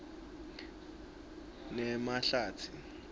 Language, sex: Swati, male